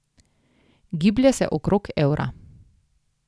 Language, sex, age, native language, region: Slovenian, female, 18-29, Slovenian, Drava region